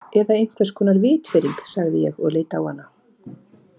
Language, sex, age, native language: Icelandic, female, 30-39, Icelandic